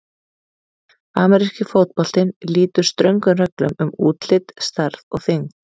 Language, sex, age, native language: Icelandic, female, 30-39, Icelandic